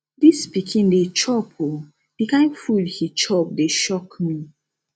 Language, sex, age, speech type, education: Nigerian Pidgin, female, 15-29, spontaneous, tertiary